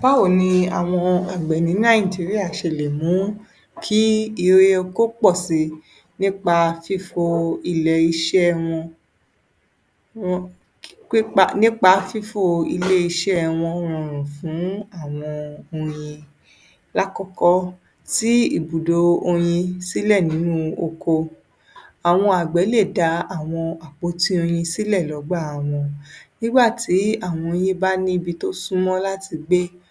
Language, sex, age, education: Yoruba, female, 30-45, tertiary